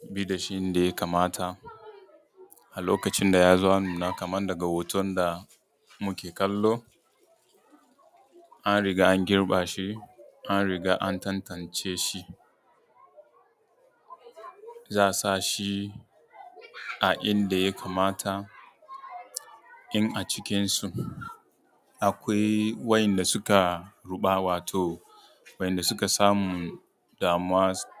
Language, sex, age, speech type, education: Hausa, male, 30-45, spontaneous, tertiary